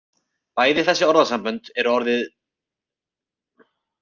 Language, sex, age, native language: Icelandic, male, 30-39, Icelandic